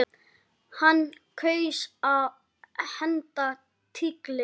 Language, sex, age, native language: Icelandic, male, 10, Icelandic